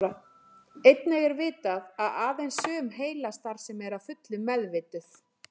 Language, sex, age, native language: Icelandic, female, 40-49, Icelandic